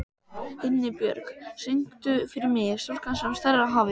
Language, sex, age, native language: Icelandic, male, 12, Icelandic